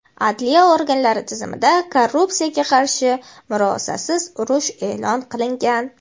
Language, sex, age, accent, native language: Uzbek, female, 18-24, Jizzax, Uzbek